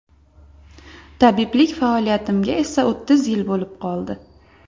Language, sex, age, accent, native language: Uzbek, female, 25-34, Andijon, Uzbek